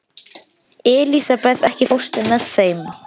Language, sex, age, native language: Icelandic, male, 12, Icelandic